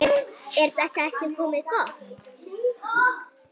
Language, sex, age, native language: Icelandic, female, 6, Icelandic